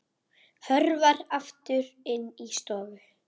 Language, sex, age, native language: Icelandic, female, 8, Icelandic